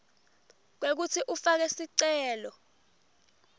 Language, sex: Swati, female